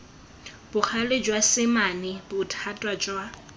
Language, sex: Tswana, female